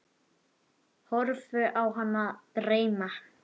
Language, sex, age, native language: Icelandic, male, 10, Icelandic